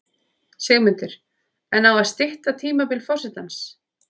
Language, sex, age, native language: Icelandic, female, 30-39, Icelandic